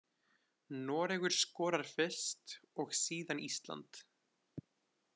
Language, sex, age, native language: Icelandic, male, 20-29, Icelandic